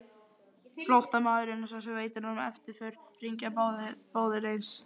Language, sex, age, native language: Icelandic, male, 11, Icelandic